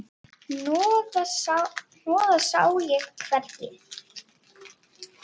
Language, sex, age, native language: Icelandic, female, 10, Icelandic